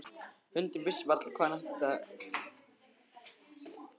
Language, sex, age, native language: Icelandic, male, 11, Icelandic